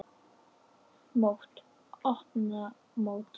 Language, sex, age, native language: Icelandic, female, 10, Icelandic